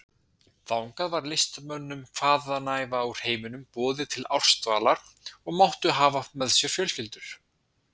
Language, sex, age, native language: Icelandic, male, 20-29, Icelandic